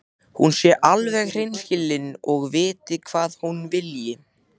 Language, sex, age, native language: Icelandic, male, 14, Icelandic